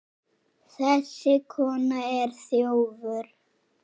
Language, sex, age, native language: Icelandic, female, 6, Icelandic